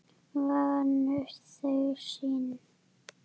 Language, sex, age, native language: Icelandic, female, 8, Icelandic